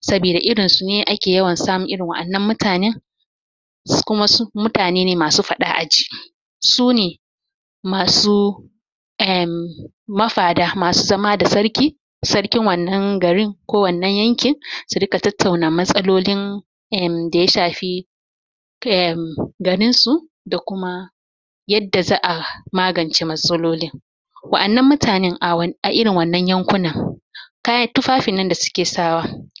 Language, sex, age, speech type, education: Hausa, female, 15-29, spontaneous, tertiary